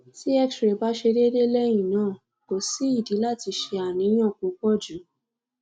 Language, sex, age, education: Yoruba, female, 15-29, tertiary